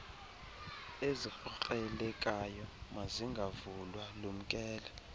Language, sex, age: Xhosa, male, 20